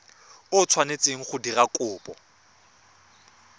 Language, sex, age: Tswana, male, 24